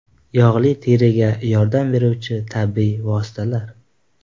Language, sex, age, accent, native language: Uzbek, male, 19-29, Qashqadaryo, Uzbek